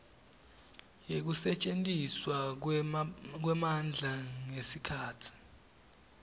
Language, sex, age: Swati, male, 18